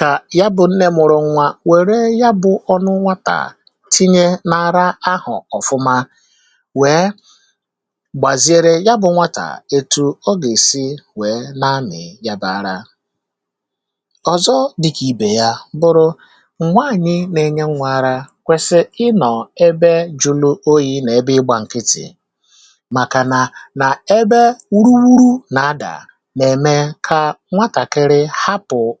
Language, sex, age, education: Igbo, male, 30-45, tertiary